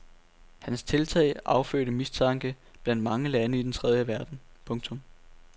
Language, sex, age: Danish, male, 18